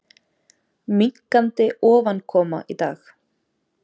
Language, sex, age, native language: Icelandic, female, 20-29, Icelandic